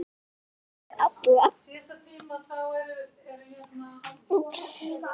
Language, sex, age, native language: Icelandic, female, 10, Icelandic